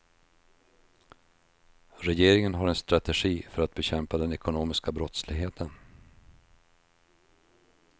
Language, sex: Swedish, male